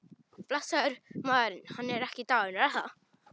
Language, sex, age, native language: Icelandic, male, 18-19, Polish